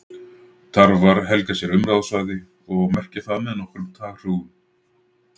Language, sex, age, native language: Icelandic, male, 40-49, Icelandic